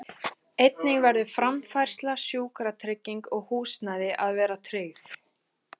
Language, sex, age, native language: Icelandic, female, 20-29, Icelandic